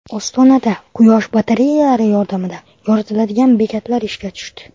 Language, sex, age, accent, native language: Uzbek, male, under 19, Toshkent viloyati, Uzbek